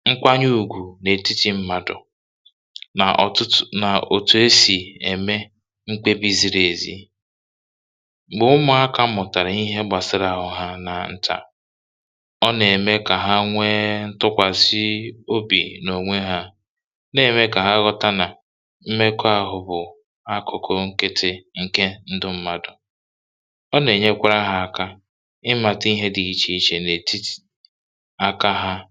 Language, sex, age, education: Igbo, male, 30-45, tertiary